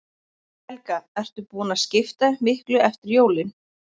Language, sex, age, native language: Icelandic, female, 20-29, Icelandic